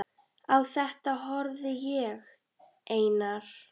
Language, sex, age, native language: Icelandic, female, 10, Icelandic